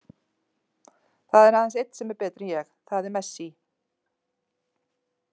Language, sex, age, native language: Icelandic, female, 40-49, Icelandic